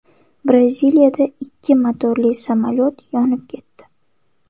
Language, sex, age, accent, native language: Uzbek, female, 18-24, Samarqand, Uzbek